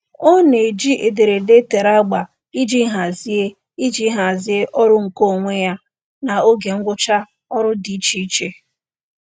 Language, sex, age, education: Igbo, female, 15-29, secondary